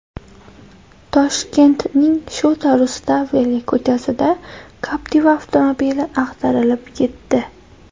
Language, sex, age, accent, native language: Uzbek, female, 18-24, Toshkent shahri, Uzbek